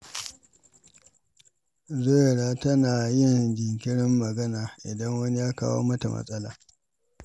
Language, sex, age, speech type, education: Hausa, male, 46-60, read, secondary